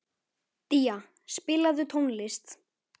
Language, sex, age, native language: Icelandic, male, 13, Icelandic